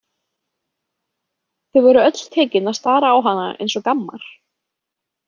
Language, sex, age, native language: Icelandic, female, 30-39, Icelandic